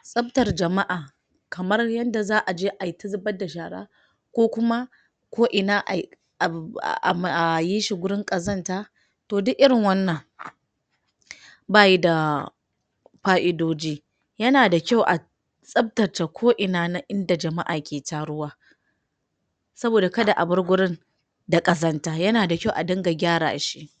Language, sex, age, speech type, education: Hausa, female, 60+, spontaneous, tertiary